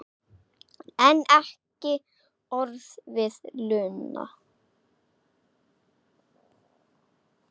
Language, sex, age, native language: Icelandic, male, 8, Icelandic